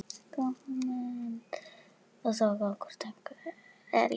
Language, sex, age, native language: Icelandic, female, 10, Icelandic